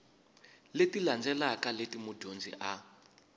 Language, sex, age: Tsonga, male, 22